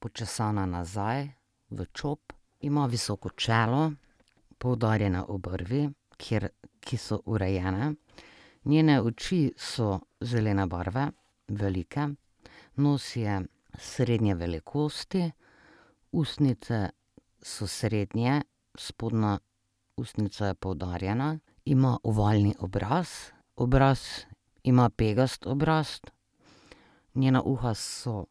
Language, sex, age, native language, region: Slovenian, female, 30-49, Slovenian, Drava region